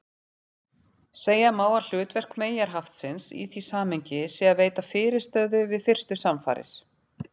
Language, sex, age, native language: Icelandic, female, 40-49, Icelandic